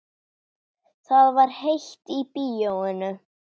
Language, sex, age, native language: Icelandic, female, 10, Icelandic